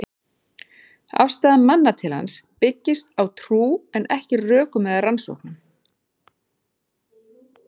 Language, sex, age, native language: Icelandic, female, 40-49, Icelandic